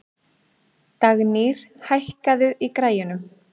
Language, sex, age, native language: Icelandic, female, 30-39, Icelandic